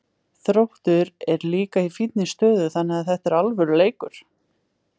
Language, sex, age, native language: Icelandic, female, 20-29, Icelandic